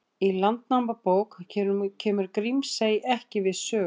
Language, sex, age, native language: Icelandic, female, 60-69, Icelandic